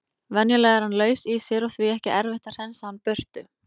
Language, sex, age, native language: Icelandic, female, 20-29, Icelandic